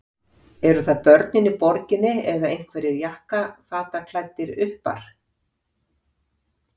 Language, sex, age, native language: Icelandic, female, 50-59, Icelandic